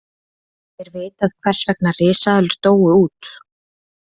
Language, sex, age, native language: Icelandic, female, 20-29, Icelandic